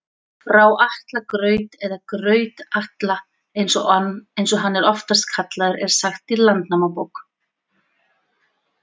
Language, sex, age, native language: Icelandic, female, 40-49, Icelandic